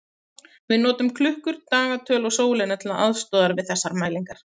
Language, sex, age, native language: Icelandic, female, 30-39, Icelandic